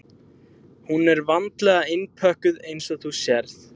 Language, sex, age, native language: Icelandic, male, 20-29, Icelandic